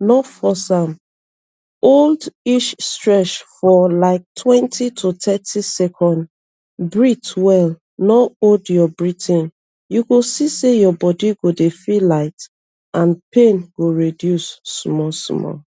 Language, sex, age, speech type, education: Nigerian Pidgin, female, 30-45, spontaneous, tertiary